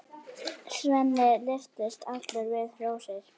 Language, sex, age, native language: Icelandic, female, 9, Icelandic